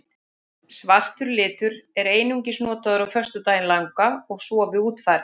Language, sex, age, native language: Icelandic, female, 40-49, Icelandic